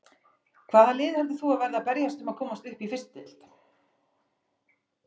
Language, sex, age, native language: Icelandic, female, 40-49, Icelandic